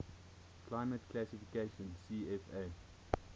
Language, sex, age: English, male, 21